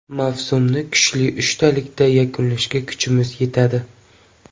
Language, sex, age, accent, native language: Uzbek, male, 18-24, Samarqand, Uzbek